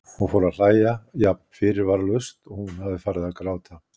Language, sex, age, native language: Icelandic, male, 60-69, Icelandic